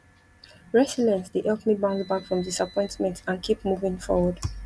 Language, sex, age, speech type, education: Nigerian Pidgin, female, 15-29, spontaneous, tertiary